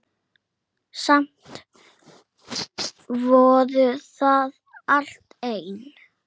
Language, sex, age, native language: Icelandic, male, 8, Icelandic